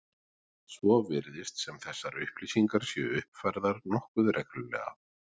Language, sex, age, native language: Icelandic, male, 40-49, Icelandic